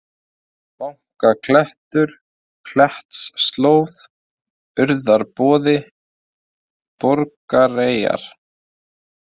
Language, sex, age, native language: Icelandic, male, 20-29, Icelandic